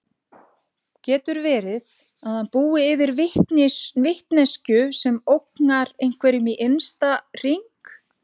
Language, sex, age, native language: Icelandic, female, 50-59, Icelandic